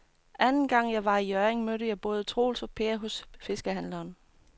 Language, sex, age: Danish, female, 29